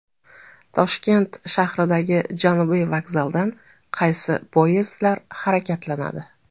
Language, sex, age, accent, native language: Uzbek, female, 35+, Toshkent viloyati, Uzbek